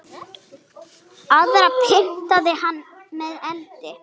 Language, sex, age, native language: Icelandic, female, 8, Icelandic